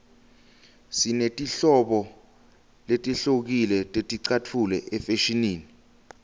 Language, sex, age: Swati, male, 20